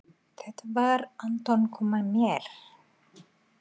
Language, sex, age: Icelandic, female, 50-59